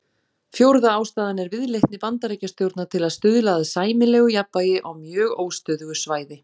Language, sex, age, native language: Icelandic, female, 40-49, Icelandic